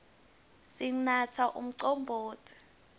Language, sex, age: Swati, female, 19